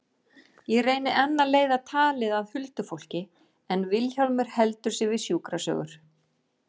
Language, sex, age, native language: Icelandic, female, 40-49, Icelandic